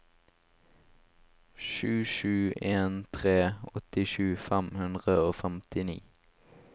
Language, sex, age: Norwegian, male, 18